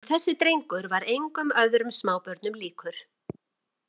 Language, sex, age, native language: Icelandic, female, 40-49, Icelandic